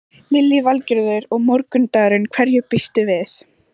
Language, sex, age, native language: Icelandic, female, 14, Icelandic